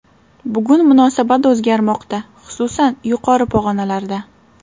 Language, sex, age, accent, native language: Uzbek, female, 18-24, Toshkent shahri, Uzbek